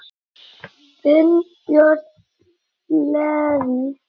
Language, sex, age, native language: Icelandic, male, 9, Icelandic